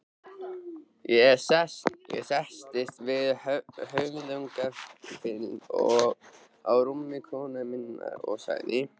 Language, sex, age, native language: Icelandic, male, 13, Icelandic